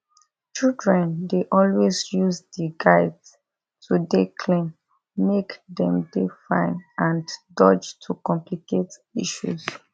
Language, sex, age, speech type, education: Nigerian Pidgin, female, 15-29, spontaneous, tertiary